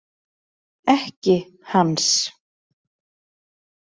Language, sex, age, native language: Icelandic, female, 30-39, Icelandic